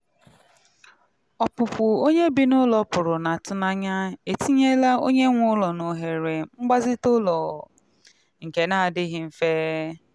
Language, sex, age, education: Igbo, female, 15-29, tertiary